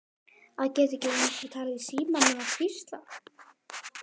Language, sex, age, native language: Icelandic, male, 11, Icelandic